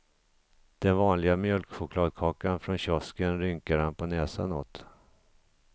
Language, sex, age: Swedish, male, 50